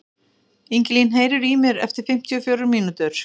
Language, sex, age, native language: Icelandic, female, 50-59, Icelandic